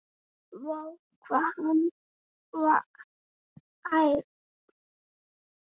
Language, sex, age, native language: Icelandic, female, 8, Icelandic